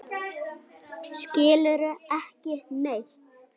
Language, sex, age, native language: Icelandic, male, 18-19, Icelandic